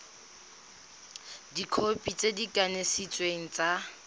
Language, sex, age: Tswana, female, 19